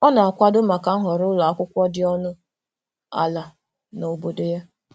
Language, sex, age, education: Igbo, female, 30-45, tertiary